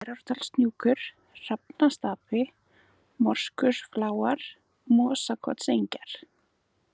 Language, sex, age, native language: Icelandic, female, 20-29, Icelandic